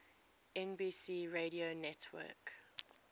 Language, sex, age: English, female, 20